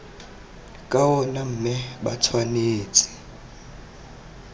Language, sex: Tswana, male